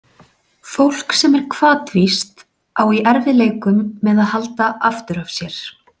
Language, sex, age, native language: Icelandic, female, 40-49, Icelandic